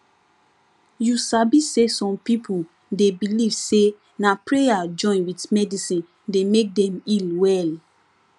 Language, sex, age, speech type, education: Nigerian Pidgin, female, 15-29, spontaneous, tertiary